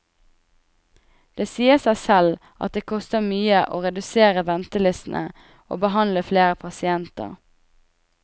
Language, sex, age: Norwegian, female, 20